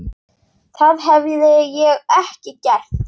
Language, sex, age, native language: Icelandic, male, 8, Icelandic